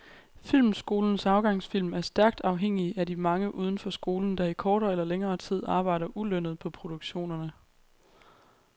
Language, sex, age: Danish, female, 23